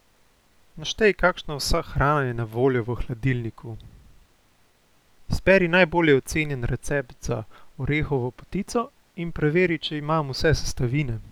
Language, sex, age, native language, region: Slovenian, male, 18-29, Slovenian, Central Slovenia